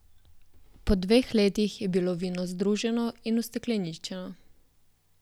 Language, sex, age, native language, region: Slovenian, female, 18-29, Slovenian, Southeast Slovenia